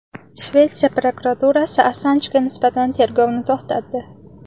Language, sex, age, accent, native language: Uzbek, female, 18-24, Samarqand, Uzbek